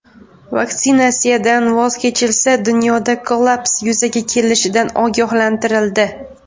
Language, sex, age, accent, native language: Uzbek, female, 19-29, Farg'ona, Uzbek